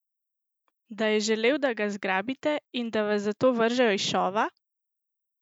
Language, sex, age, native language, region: Slovenian, female, 18-29, Slovenian, Central Slovenia